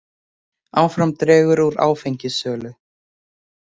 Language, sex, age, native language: Icelandic, female, 18-19, Icelandic